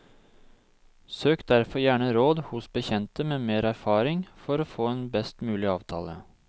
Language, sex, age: Norwegian, male, 26